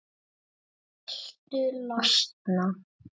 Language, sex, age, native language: Icelandic, male, 7, Icelandic